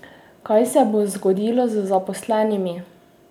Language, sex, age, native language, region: Slovenian, female, 18-29, Slovenian, Drava region